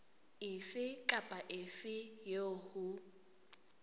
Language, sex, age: Southern Sotho, female, 23